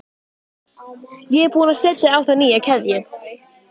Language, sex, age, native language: Icelandic, female, 12, Icelandic